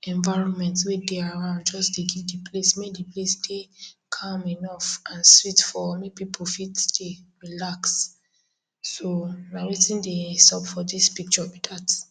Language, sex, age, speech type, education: Nigerian Pidgin, female, 15-29, spontaneous, tertiary